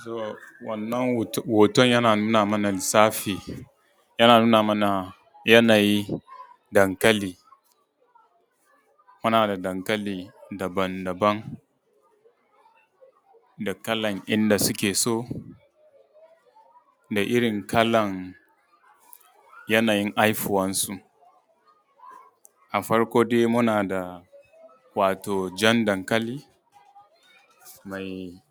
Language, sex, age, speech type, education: Hausa, male, 30-45, spontaneous, tertiary